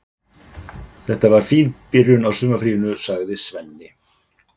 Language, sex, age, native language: Icelandic, male, 50-59, Icelandic